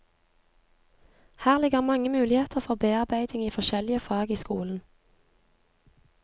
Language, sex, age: Norwegian, female, 23